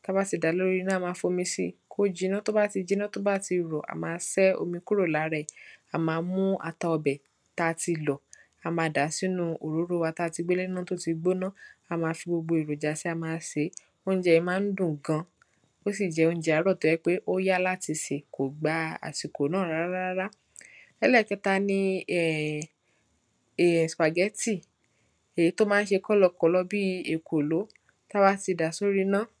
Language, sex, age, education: Yoruba, female, 15-29, tertiary